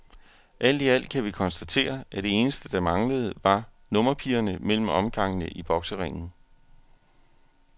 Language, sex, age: Danish, male, 41